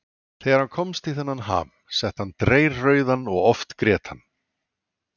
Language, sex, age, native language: Icelandic, male, 40-49, Icelandic